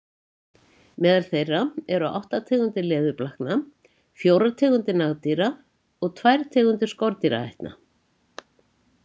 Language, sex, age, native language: Icelandic, female, 70-79, Icelandic